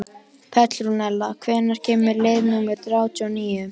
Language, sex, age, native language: Icelandic, male, 12, Icelandic